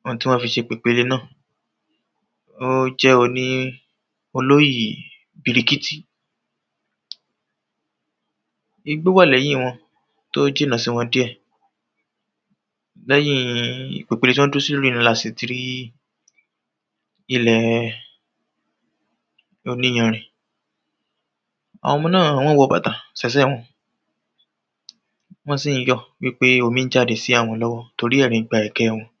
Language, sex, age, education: Yoruba, male, 30-45, tertiary